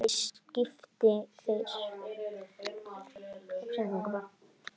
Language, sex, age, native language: Icelandic, male, 9, Icelandic